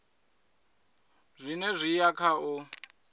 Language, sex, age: Venda, male, 20